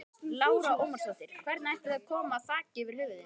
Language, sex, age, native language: Icelandic, male, 12, Icelandic